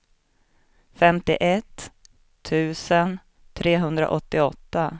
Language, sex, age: Swedish, female, 37